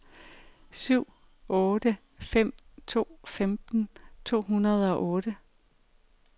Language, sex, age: Danish, female, 45